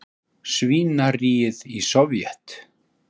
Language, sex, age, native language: Icelandic, male, 40-49, Icelandic